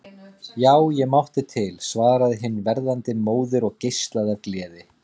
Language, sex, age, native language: Icelandic, male, 30-39, Icelandic